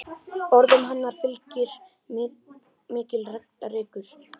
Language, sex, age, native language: Icelandic, male, 9, Icelandic